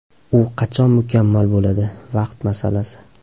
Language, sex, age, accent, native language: Uzbek, male, 18-24, Farg'ona, Uzbek